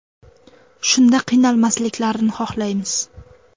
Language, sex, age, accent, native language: Uzbek, female, under 19, Toshkent viloyati, Uzbek